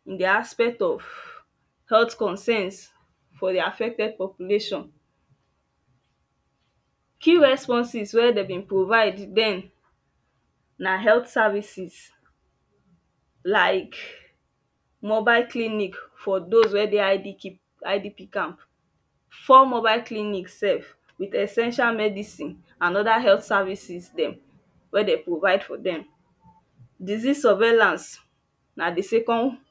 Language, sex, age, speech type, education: Nigerian Pidgin, female, 15-29, spontaneous, tertiary